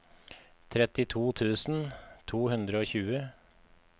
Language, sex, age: Norwegian, male, 53